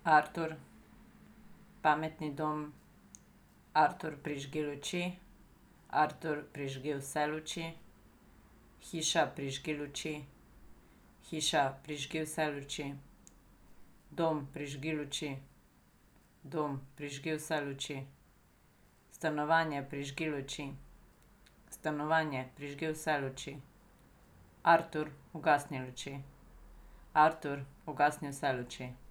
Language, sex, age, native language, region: Slovenian, female, 30-49, Slovenian, Savinja region